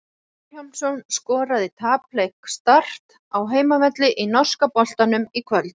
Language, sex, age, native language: Icelandic, female, 40-49, Icelandic